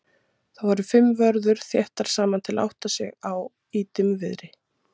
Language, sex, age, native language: Icelandic, female, 30-39, Icelandic